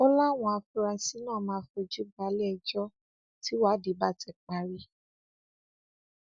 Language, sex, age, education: Yoruba, female, 15-29, tertiary